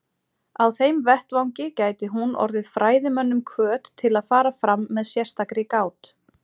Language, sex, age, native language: Icelandic, female, 30-39, Icelandic